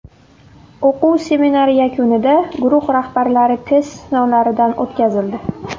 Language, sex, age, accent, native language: Uzbek, female, under 19, Navoiy, Uzbek